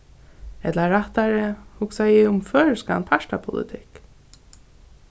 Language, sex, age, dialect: Faroese, female, 15-35, Norðuroyggjar